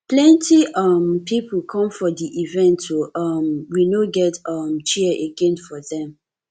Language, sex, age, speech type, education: Nigerian Pidgin, female, 15-29, spontaneous, tertiary